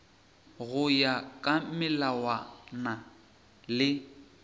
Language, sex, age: Northern Sotho, male, 23